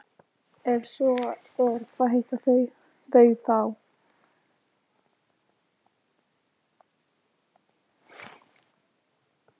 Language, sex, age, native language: Icelandic, female, 18-19, Icelandic